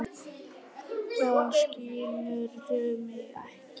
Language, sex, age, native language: Icelandic, male, 10, Icelandic